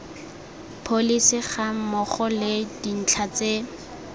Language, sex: Tswana, female